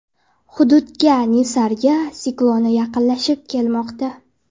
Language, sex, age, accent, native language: Uzbek, female, 18-24, Navoiy, Uzbek